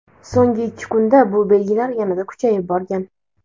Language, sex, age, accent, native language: Uzbek, female, 18-24, Toshkent shahri, Uzbek